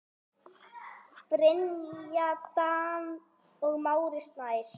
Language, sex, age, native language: Icelandic, female, 6, Icelandic